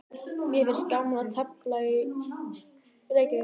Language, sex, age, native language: Icelandic, male, 11, Icelandic